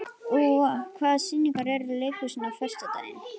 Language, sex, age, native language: Icelandic, female, 11, Icelandic